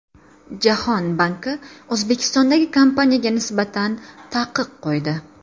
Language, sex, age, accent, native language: Uzbek, female, 25-34, Toshkent shahri, Uzbek